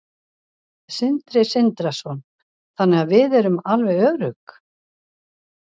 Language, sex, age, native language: Icelandic, female, 60-69, Icelandic